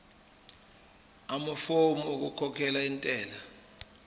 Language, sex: Zulu, male